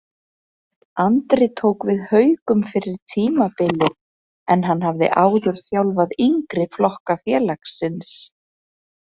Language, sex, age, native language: Icelandic, female, 30-39, Icelandic